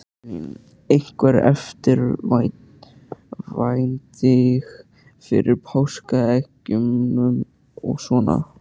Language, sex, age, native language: Icelandic, male, 13, Icelandic